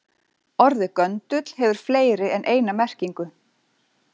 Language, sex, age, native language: Icelandic, female, 40-49, Icelandic